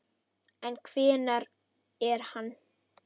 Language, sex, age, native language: Icelandic, female, 10, Icelandic